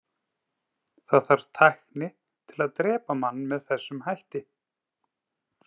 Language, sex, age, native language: Icelandic, male, 30-39, Icelandic